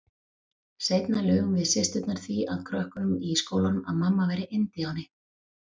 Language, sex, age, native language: Icelandic, female, 40-49, Icelandic